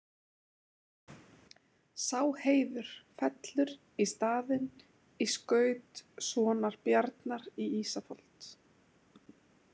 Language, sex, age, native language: Icelandic, female, 20-29, Icelandic